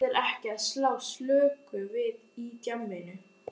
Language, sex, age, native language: Icelandic, female, 12, Icelandic